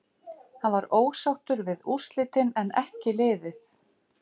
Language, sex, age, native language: Icelandic, female, 50-59, Icelandic